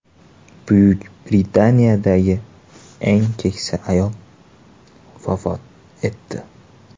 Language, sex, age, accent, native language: Uzbek, male, 18-24, Toshkent shahri, Uzbek